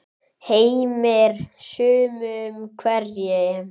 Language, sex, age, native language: Icelandic, male, 10, Icelandic